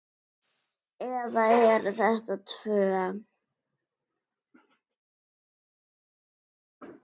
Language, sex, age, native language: Icelandic, female, 9, Icelandic